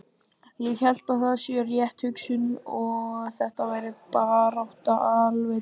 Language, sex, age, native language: Icelandic, other, 18-19, Icelandic